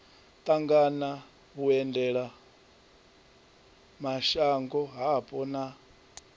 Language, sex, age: Venda, male, 39